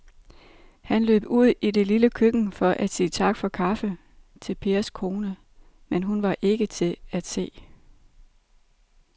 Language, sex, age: Danish, female, 32